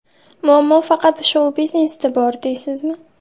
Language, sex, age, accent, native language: Uzbek, female, 18-24, Samarqand, Uzbek